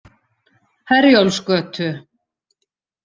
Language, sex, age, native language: Icelandic, female, 40-49, Icelandic